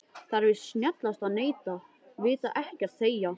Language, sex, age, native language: Icelandic, male, 13, Icelandic